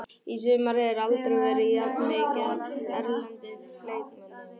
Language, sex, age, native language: Icelandic, other, 18-19, Icelandic